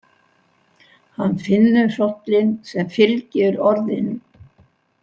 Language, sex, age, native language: Icelandic, female, 60-69, Icelandic